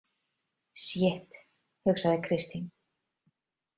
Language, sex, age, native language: Icelandic, female, 30-39, Icelandic